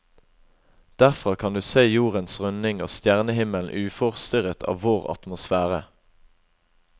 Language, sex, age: Norwegian, male, 21